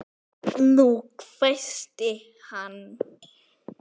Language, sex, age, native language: Icelandic, female, 9, Icelandic